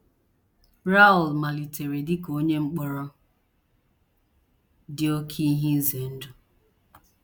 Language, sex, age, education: Igbo, female, 30-45, tertiary